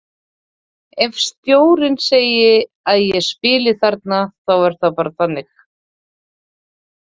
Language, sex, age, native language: Icelandic, female, 30-39, Icelandic